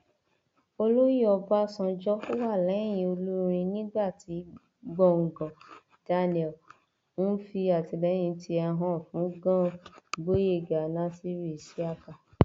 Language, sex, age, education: Yoruba, female, 30-45, tertiary